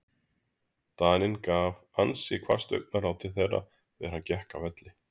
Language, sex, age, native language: Icelandic, male, 30-39, Icelandic